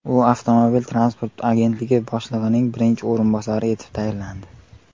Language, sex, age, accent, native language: Uzbek, male, 18-24, Qashqadaryo, Uzbek